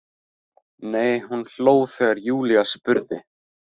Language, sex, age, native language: Icelandic, male, 15, Icelandic